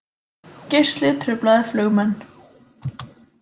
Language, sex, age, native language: Icelandic, female, 20-29, Icelandic